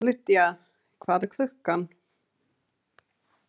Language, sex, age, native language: Icelandic, female, 30-39, English